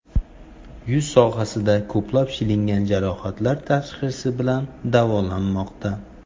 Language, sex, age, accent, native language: Uzbek, male, 25-34, Toshkent shahri, Uzbek